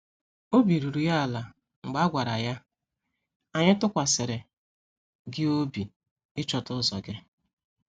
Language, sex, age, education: Igbo, female, 30-45, tertiary